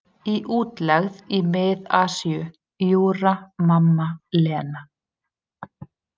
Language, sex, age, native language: Icelandic, female, 40-49, Icelandic